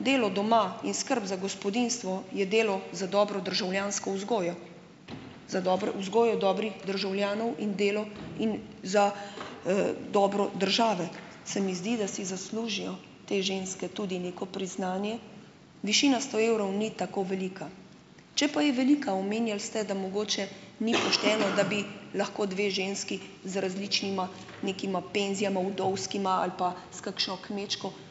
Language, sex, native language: Slovenian, female, Slovenian